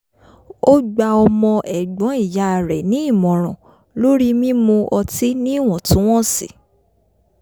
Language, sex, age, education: Yoruba, female, 15-29, tertiary